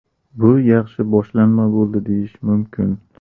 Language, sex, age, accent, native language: Uzbek, male, 25-34, Samarqand, Uzbek